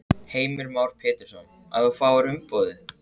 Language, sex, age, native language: Icelandic, male, 14, Icelandic